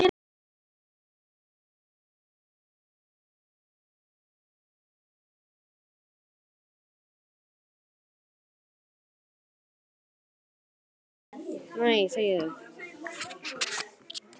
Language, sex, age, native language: Icelandic, male, 10, Icelandic